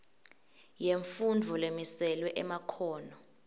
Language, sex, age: Swati, female, 18